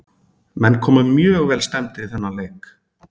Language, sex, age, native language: Icelandic, male, 40-49, Icelandic